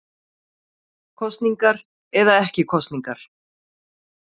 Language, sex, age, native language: Icelandic, female, 40-49, Icelandic